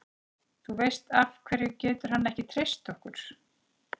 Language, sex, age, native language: Icelandic, female, 40-49, Icelandic